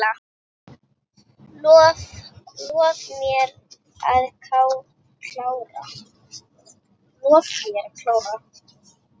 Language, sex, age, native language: Icelandic, female, 8, Icelandic